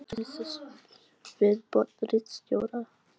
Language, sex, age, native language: Icelandic, other, 18-19, Icelandic